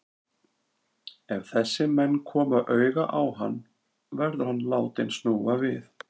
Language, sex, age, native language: Icelandic, male, 40-49, Icelandic